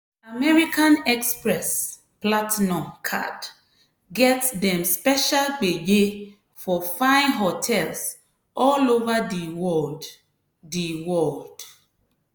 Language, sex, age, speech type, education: Nigerian Pidgin, female, 30-45, spontaneous, tertiary